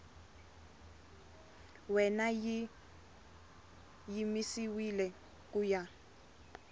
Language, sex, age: Tsonga, female, 22